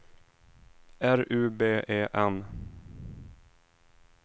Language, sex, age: Swedish, male, 26